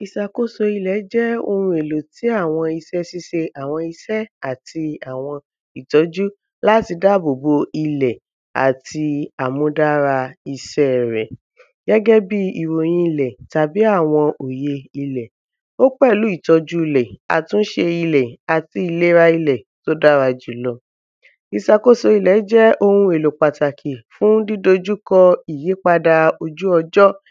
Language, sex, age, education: Yoruba, female, 15-29, tertiary